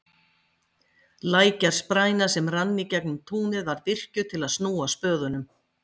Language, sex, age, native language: Icelandic, female, 50-59, Icelandic